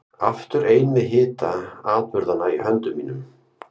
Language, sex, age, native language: Icelandic, male, 50-59, Icelandic